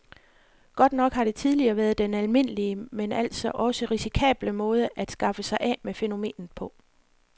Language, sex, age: Danish, female, 40